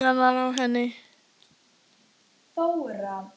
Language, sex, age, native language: Icelandic, female, 15, Icelandic